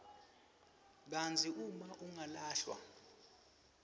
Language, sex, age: Swati, male, 23